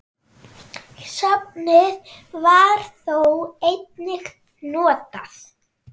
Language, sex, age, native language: Icelandic, female, 9, Icelandic